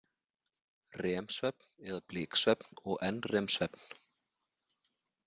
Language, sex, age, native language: Icelandic, male, 40-49, Icelandic